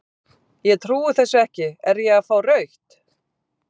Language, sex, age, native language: Icelandic, female, 50-59, Icelandic